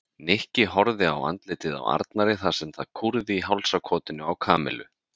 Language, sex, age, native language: Icelandic, male, 30-39, Icelandic